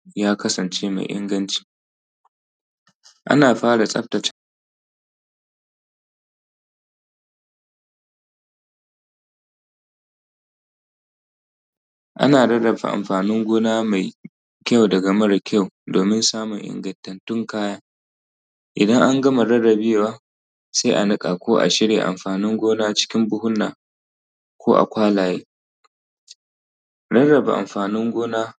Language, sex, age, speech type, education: Hausa, male, 30-45, spontaneous, tertiary